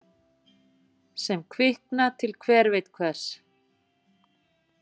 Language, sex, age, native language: Icelandic, female, 40-49, Icelandic